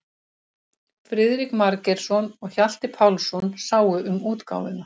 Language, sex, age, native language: Icelandic, female, 50-59, Icelandic